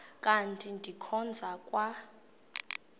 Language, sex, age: Xhosa, female, 21